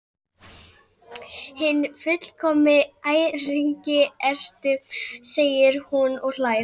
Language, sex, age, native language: Icelandic, female, 11, Icelandic